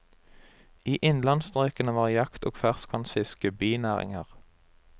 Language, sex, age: Norwegian, male, 23